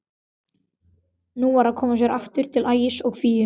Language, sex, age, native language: Icelandic, male, 12, Icelandic